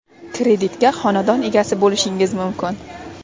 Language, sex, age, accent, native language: Uzbek, female, 19-29, Jizzax, Uzbek